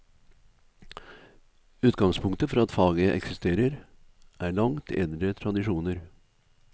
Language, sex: Norwegian, male